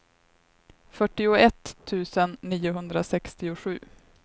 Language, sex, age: Swedish, female, 23